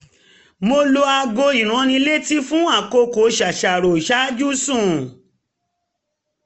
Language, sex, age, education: Yoruba, female, 30-45, tertiary